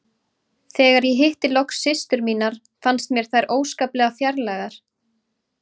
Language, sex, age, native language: Icelandic, female, 30-39, Icelandic